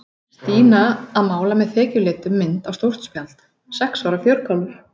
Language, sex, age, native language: Icelandic, female, 40-49, Icelandic